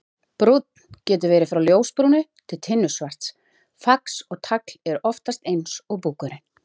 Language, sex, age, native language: Icelandic, female, 40-49, Icelandic